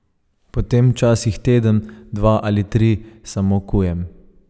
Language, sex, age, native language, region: Slovenian, male, 30-49, Slovenian, Savinja region